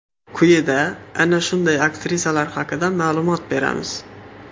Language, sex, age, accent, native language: Uzbek, male, 18-24, Xorazm, Uzbek